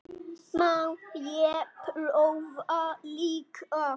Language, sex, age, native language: Icelandic, male, 7, Icelandic